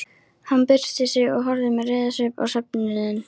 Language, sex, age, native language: Icelandic, female, 13, Icelandic